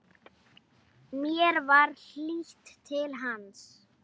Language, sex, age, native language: Icelandic, female, 8, Icelandic